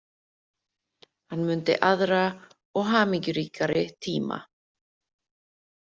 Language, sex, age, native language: Icelandic, female, 50-59, Icelandic